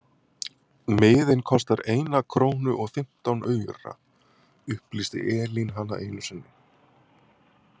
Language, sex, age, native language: Icelandic, male, 40-49, Icelandic